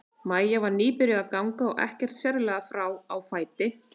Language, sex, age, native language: Icelandic, female, 30-39, Icelandic